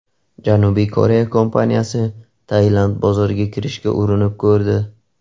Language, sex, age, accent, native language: Uzbek, male, 18-24, Qashqadaryo, Uzbek